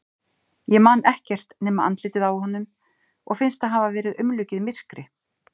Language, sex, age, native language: Icelandic, female, 50-59, Icelandic